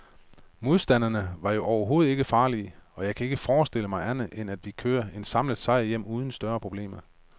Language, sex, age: Danish, male, 35